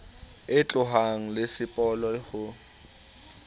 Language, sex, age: Southern Sotho, male, 19